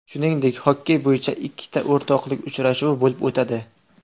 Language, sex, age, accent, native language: Uzbek, male, 18-24, Toshkent viloyati, Uzbek